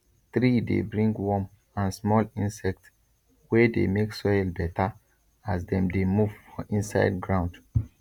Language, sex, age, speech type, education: Nigerian Pidgin, male, 15-29, spontaneous, tertiary